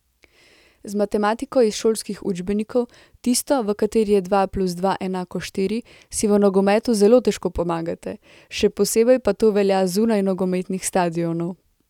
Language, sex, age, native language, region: Slovenian, female, 18-29, Slovenian, Central Slovenia